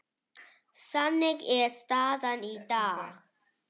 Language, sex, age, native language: Icelandic, female, 8, Icelandic